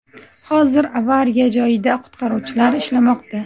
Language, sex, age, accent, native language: Uzbek, female, 18-24, Namangan, Uzbek